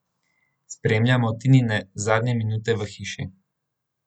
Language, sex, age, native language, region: Slovenian, male, 18-29, Slovenian, Central Slovenia